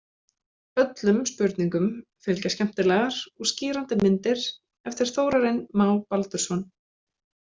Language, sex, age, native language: Icelandic, female, 20-29, Icelandic